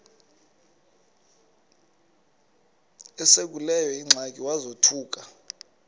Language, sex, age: Xhosa, male, 20